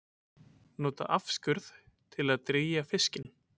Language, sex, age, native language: Icelandic, male, 20-29, Icelandic